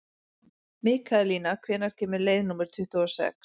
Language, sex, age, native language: Icelandic, female, 40-49, Icelandic